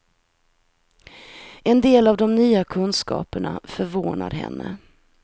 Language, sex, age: Swedish, female, 43